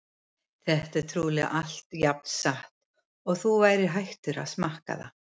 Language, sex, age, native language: Icelandic, female, 50-59, Icelandic